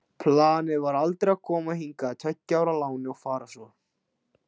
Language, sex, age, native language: Icelandic, male, 16, Icelandic